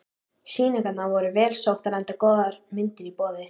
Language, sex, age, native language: Icelandic, female, 13, Icelandic